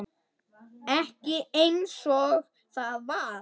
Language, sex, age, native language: Icelandic, male, 10, Icelandic